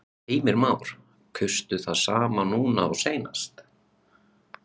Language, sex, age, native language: Icelandic, male, 20-29, Icelandic